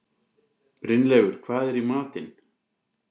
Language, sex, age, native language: Icelandic, male, 40-49, Icelandic